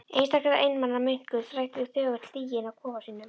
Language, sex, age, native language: Icelandic, female, 11, Icelandic